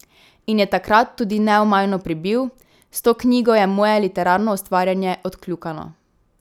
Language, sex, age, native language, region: Slovenian, female, 18-29, Slovenian, Drava region